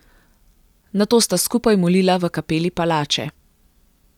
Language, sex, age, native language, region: Slovenian, female, 18-29, Slovenian, Gorenjska region